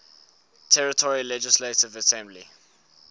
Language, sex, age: English, male, 19